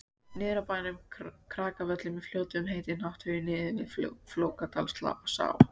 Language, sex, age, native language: Icelandic, female, 18-19, Icelandic